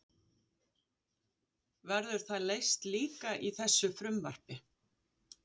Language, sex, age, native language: Icelandic, female, 50-59, Icelandic